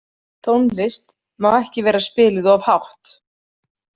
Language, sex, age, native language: Icelandic, female, 40-49, Icelandic